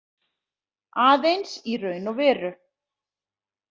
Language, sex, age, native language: Icelandic, female, 40-49, Icelandic